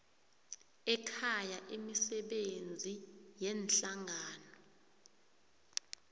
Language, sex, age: South Ndebele, female, 21